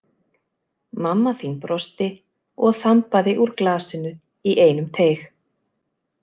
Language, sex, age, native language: Icelandic, female, 30-39, Icelandic